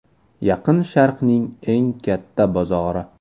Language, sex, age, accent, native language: Uzbek, male, 18-24, Toshkent viloyati, Uzbek